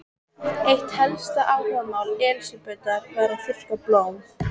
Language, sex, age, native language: Icelandic, female, 14, Icelandic